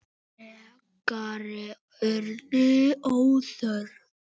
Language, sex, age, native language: Icelandic, male, 9, Icelandic